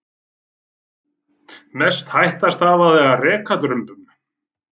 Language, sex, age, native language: Icelandic, male, 40-49, Icelandic